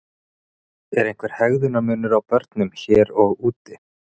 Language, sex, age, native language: Icelandic, male, 30-39, Icelandic